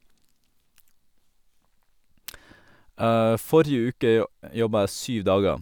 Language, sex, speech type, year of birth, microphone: Norwegian, male, spontaneous, 1987, Sennheiser